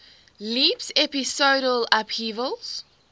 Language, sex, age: English, female, 18